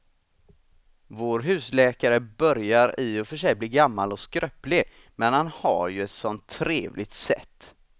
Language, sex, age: Swedish, male, 26